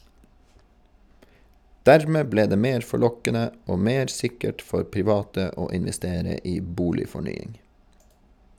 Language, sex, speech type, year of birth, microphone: Norwegian, male, read, 1983, Shure